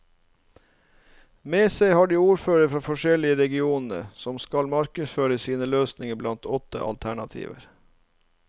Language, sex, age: Norwegian, male, 39